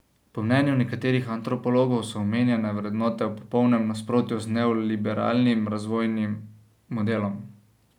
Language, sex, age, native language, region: Slovenian, male, 18-29, Slovenian, Savinja region